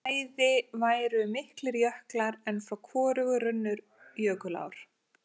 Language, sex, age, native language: Icelandic, female, 40-49, Icelandic